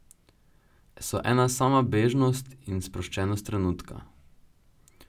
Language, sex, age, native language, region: Slovenian, male, 12-17, Slovenian, Drava region